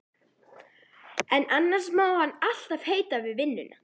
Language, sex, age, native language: Icelandic, female, 11, Icelandic